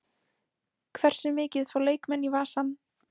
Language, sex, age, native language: Icelandic, female, 18-19, Icelandic